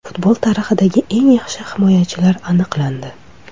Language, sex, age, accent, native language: Uzbek, female, 25-34, Toshkent shahri, Uzbek